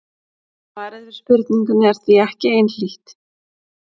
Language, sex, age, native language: Icelandic, female, 30-39, Icelandic